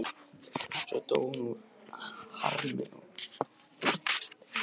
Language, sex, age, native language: Icelandic, male, 18-19, Icelandic